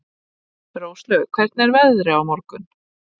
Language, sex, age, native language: Icelandic, female, 30-39, Icelandic